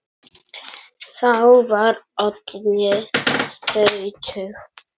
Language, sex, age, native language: Icelandic, male, 9, Icelandic